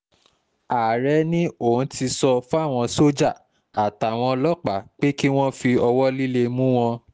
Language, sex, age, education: Yoruba, male, 15-29, tertiary